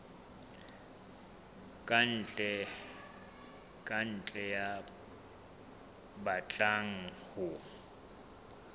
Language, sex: Southern Sotho, male